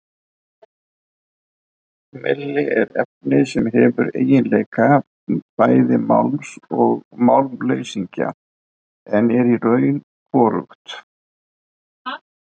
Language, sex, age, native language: Icelandic, male, 50-59, Icelandic